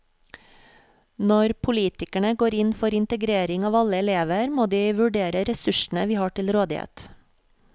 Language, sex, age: Norwegian, female, 40